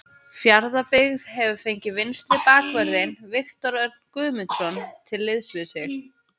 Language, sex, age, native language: Icelandic, female, 20-29, Icelandic